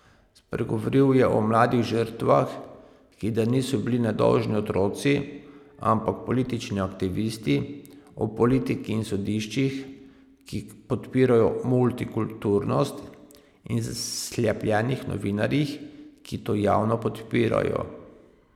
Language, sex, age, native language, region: Slovenian, male, 30-49, Slovenian, Pomurje region